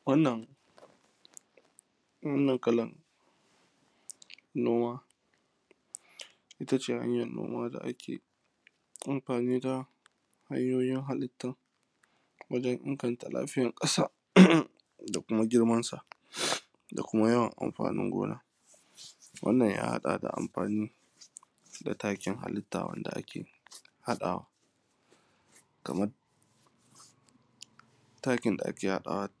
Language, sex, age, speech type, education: Hausa, male, 15-29, spontaneous, tertiary